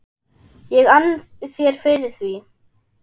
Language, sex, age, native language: Icelandic, female, 10, German